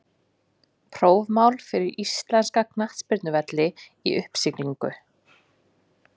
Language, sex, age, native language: Icelandic, female, 20-29, Icelandic